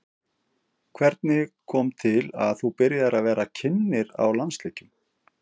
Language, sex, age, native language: Icelandic, male, 50-59, Icelandic